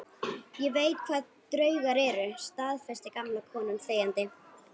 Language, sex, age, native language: Icelandic, female, 11, Icelandic